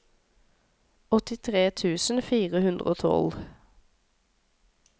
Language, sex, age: Norwegian, female, 26